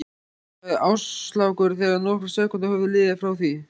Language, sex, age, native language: Icelandic, male, 14, Icelandic